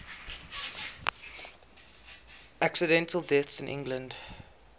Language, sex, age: English, male, 20